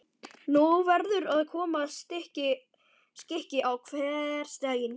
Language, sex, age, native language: Icelandic, male, 11, Icelandic